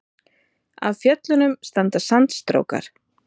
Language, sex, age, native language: Icelandic, female, 30-39, Icelandic